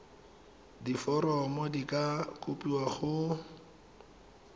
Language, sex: Tswana, male